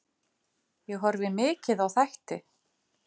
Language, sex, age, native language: Icelandic, female, 50-59, Icelandic